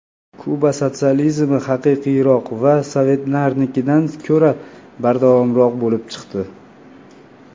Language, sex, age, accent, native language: Uzbek, male, 30-39, Farg'ona, Uzbek